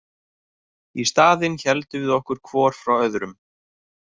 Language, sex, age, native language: Icelandic, male, 30-39, Icelandic